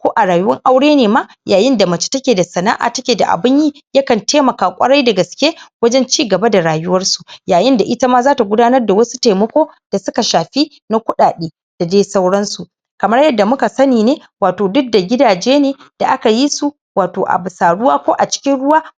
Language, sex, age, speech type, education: Hausa, female, 46-60, spontaneous, tertiary